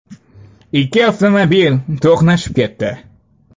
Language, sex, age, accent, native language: Uzbek, male, 18-24, Andijon, Uzbek